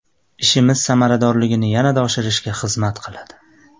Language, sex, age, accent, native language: Uzbek, male, 25-34, Andijon, Uzbek